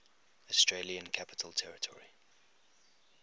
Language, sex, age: English, male, 21